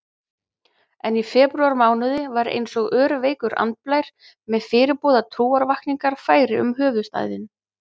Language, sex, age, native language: Icelandic, female, 30-39, Icelandic